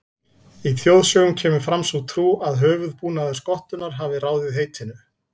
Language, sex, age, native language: Icelandic, male, 40-49, Icelandic